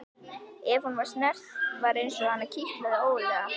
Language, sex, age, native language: Icelandic, female, 11, Icelandic